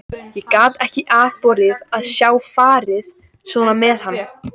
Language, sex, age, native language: Icelandic, female, 14, Icelandic